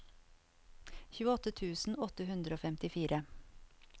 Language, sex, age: Norwegian, female, 54